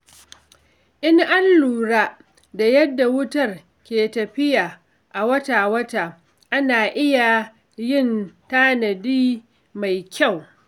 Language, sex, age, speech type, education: Hausa, female, 46-60, read, secondary